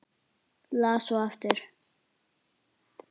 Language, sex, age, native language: Icelandic, female, 10, Icelandic